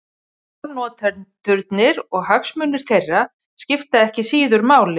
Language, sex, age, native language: Icelandic, female, 50-59, Icelandic